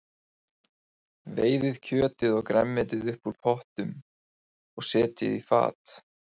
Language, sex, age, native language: Icelandic, male, 20-29, Icelandic